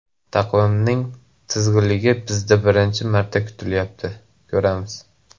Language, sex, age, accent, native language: Uzbek, male, 18-24, Andijon, Uzbek